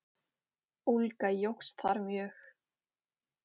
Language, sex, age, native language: Icelandic, female, 18-19, Icelandic